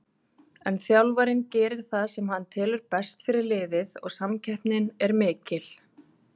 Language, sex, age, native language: Icelandic, female, 30-39, Icelandic